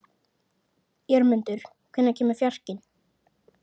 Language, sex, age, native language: Icelandic, female, 30-39, Icelandic